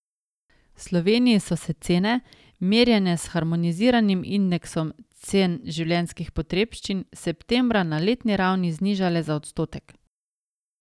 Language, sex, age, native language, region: Slovenian, female, 30-49, Slovenian, Savinja region